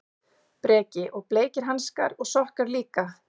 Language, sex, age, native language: Icelandic, female, 40-49, Icelandic